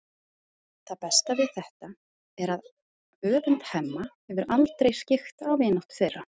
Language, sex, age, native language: Icelandic, female, 30-39, Icelandic